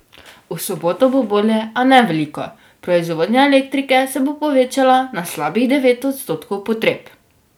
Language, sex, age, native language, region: Slovenian, female, 12-17, Slovenian, Drava region